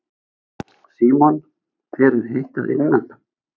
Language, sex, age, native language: Icelandic, male, 60-69, Icelandic